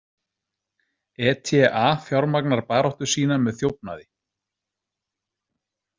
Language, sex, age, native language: Icelandic, male, 30-39, Icelandic